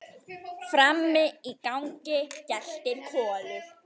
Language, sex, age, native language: Icelandic, female, 10, Icelandic